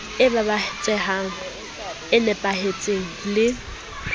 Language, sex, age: Southern Sotho, female, 20